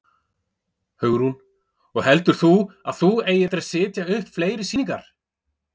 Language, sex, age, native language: Icelandic, male, 40-49, Icelandic